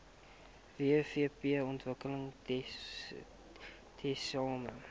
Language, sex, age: Afrikaans, male, 18